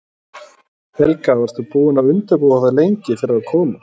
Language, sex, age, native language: Icelandic, male, 30-39, Icelandic